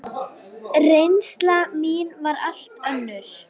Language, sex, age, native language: Icelandic, female, 9, Icelandic